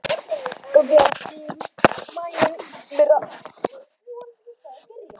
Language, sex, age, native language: Icelandic, female, 12, Icelandic